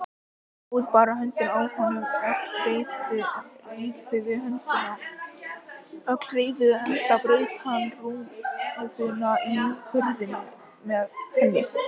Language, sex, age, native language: Icelandic, male, 18-19, Icelandic